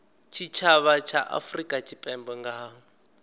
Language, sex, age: Venda, male, 19